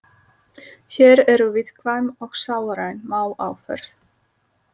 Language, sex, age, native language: Icelandic, female, 30-39, Slovak